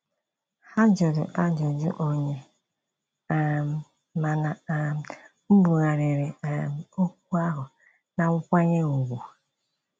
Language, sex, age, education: Igbo, female, 15-29, tertiary